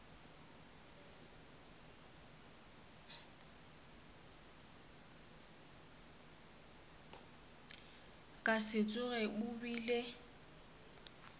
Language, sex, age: Northern Sotho, female, 27